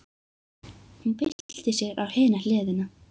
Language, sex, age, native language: Icelandic, female, 12, Icelandic